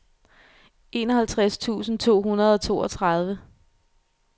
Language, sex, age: Danish, female, 24